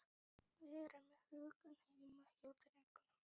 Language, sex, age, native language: Icelandic, male, 12, Icelandic